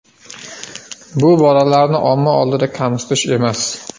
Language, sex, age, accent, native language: Uzbek, male, 25-34, Sirdaryo, Uzbek